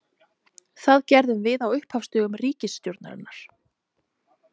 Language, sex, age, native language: Icelandic, female, 30-39, Icelandic